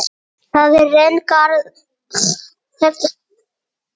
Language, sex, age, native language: Icelandic, male, 8, Icelandic